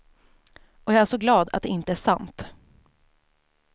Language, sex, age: Swedish, female, 28